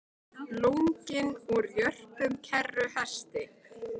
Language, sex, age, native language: Icelandic, female, 50-59, Icelandic